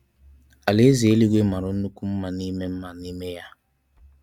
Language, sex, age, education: Igbo, male, 15-29, tertiary